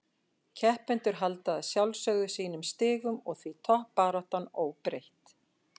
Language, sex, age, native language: Icelandic, female, 50-59, Icelandic